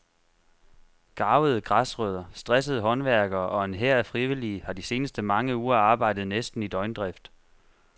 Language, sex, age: Danish, male, 25